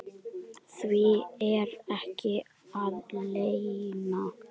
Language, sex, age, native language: Icelandic, female, 10, Icelandic